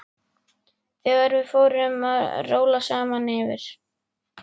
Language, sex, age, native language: Icelandic, female, 11, Icelandic